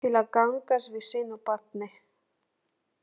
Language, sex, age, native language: Icelandic, female, 30-39, Polish